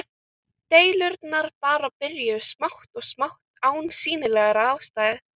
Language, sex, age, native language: Icelandic, other, 13, Icelandic